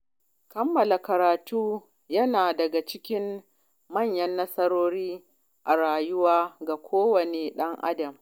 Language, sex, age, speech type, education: Hausa, female, 30-45, spontaneous, tertiary